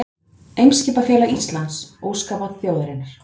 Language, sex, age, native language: Icelandic, female, 30-39, Icelandic